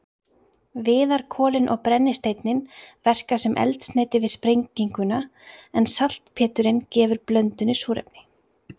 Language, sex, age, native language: Icelandic, female, 30-39, Icelandic